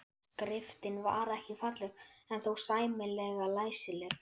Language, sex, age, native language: Icelandic, male, 11, Icelandic